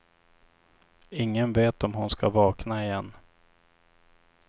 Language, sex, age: Swedish, male, 26